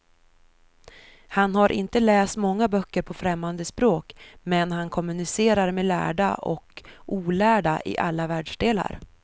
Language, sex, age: Swedish, female, 33